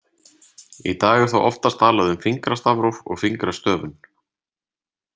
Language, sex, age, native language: Icelandic, male, 30-39, Icelandic